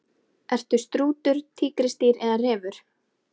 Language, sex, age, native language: Icelandic, female, 17, Icelandic